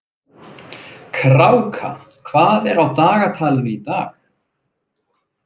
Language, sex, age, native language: Icelandic, male, 30-39, Icelandic